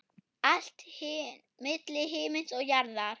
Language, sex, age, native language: Icelandic, female, 8, German